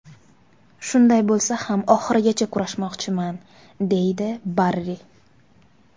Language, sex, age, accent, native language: Uzbek, female, 19-29, Farg'ona, Uzbek